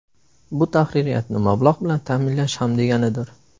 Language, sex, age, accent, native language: Uzbek, male, 18-24, Samarqand, Uzbek